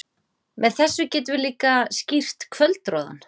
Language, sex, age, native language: Icelandic, female, 40-49, Icelandic